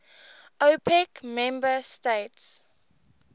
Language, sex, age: English, female, 18